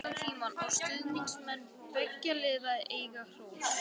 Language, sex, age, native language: Icelandic, male, 18-19, Icelandic